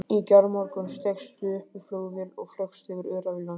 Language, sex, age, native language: Icelandic, male, 18-19, Icelandic